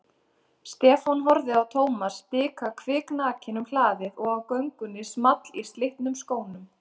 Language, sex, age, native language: Icelandic, female, 30-39, Icelandic